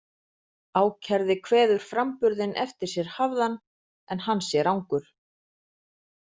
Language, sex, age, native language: Icelandic, female, 40-49, Icelandic